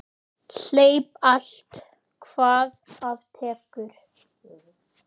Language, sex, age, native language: Icelandic, male, 10, Icelandic